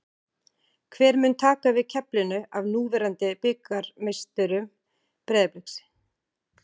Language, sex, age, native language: Icelandic, female, 40-49, Icelandic